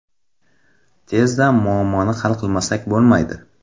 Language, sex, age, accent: Uzbek, male, 25-34, Qoraqalpog'iston